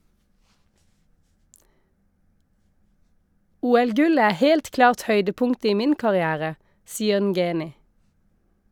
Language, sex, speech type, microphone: Norwegian, female, read, Shure